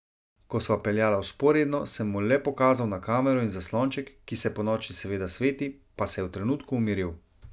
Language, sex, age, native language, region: Slovenian, male, 30-49, Slovenian, Savinja region